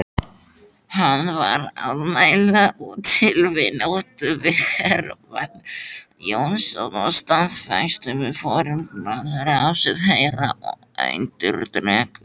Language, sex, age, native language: Icelandic, male, 18-19, Icelandic